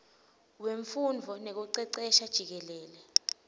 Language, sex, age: Swati, female, 20